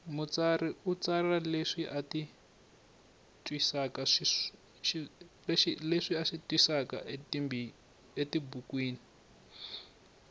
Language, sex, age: Tsonga, male, 21